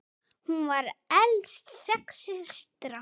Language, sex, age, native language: Icelandic, female, 10, Icelandic